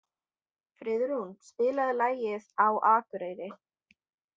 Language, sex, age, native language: Icelandic, female, 20-29, Icelandic